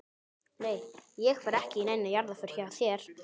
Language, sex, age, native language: Icelandic, male, 11, Icelandic